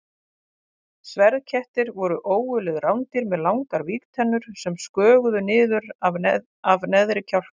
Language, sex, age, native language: Icelandic, female, 50-59, Icelandic